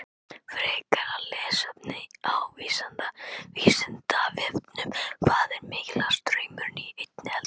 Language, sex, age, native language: Icelandic, male, 18-19, Icelandic